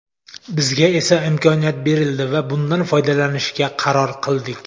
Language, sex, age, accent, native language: Uzbek, male, 19-29, Samarqand, Uzbek